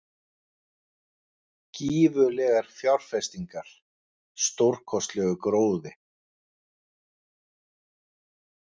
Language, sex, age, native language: Icelandic, male, 50-59, Icelandic